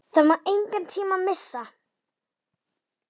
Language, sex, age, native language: Icelandic, female, 9, Icelandic